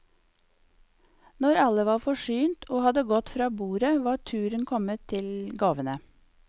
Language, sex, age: Norwegian, female, 54